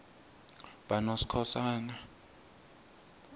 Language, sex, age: South Ndebele, male, 22